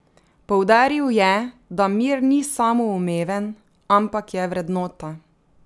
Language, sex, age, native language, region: Slovenian, female, 30-49, Slovenian, Drava region